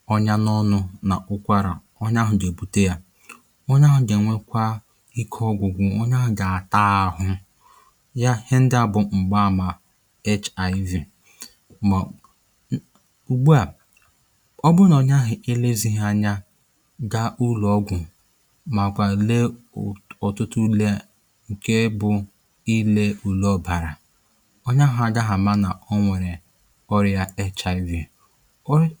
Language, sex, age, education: Igbo, male, 15-29, tertiary